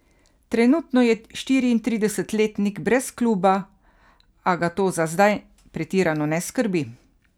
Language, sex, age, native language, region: Slovenian, female, 50-59, Slovenian, Carinthia region